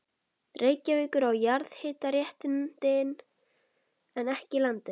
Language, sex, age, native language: Icelandic, male, 11, Icelandic